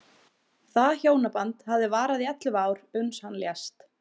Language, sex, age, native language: Icelandic, female, 20-29, Icelandic